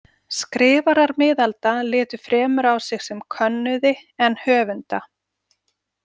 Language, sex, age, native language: Icelandic, female, 40-49, Icelandic